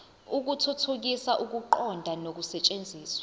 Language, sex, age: Zulu, female, 20